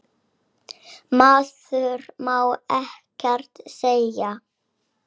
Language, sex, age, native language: Icelandic, female, 7, Icelandic